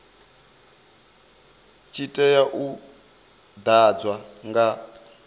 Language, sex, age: Venda, male, 25